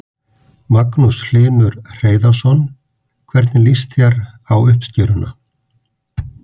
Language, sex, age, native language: Icelandic, male, 50-59, Icelandic